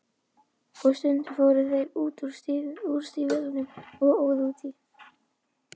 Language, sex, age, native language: Icelandic, female, 11, Icelandic